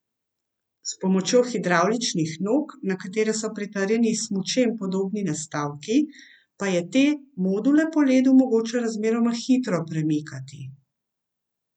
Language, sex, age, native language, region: Slovenian, female, 50-59, Slovenian, Central Slovenia